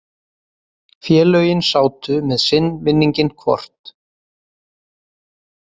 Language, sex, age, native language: Icelandic, male, 30-39, Icelandic